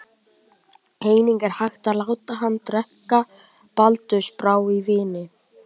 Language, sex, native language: Icelandic, male, Icelandic